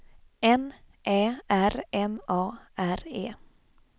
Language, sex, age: Swedish, female, 26